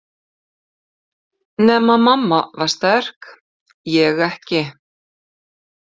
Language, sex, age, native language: Icelandic, female, 50-59, Icelandic